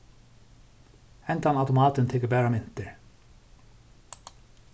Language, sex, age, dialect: Faroese, male, 36-60, Suðurstreymoy